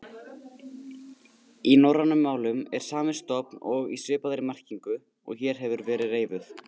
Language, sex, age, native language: Icelandic, male, 18-19, Icelandic